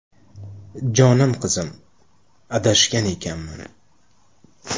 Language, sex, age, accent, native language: Uzbek, male, 35+, Toshkent shahri, Uzbek